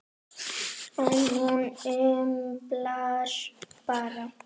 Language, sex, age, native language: Icelandic, female, 9, Icelandic